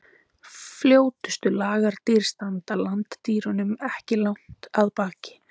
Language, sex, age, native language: Icelandic, female, 20-29, Icelandic